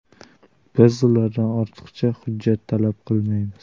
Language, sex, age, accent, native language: Uzbek, male, 18-24, Toshkent viloyati, Uzbek